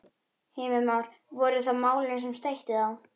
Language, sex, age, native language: Icelandic, female, 11, Icelandic